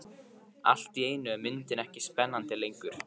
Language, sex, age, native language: Icelandic, male, 15, Icelandic